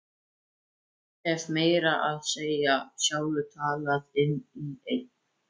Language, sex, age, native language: Icelandic, male, 14, Icelandic